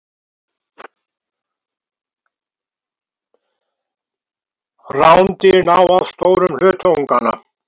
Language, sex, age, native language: Icelandic, male, 70-79, Icelandic